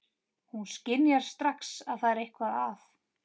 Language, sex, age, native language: Icelandic, female, 30-39, Icelandic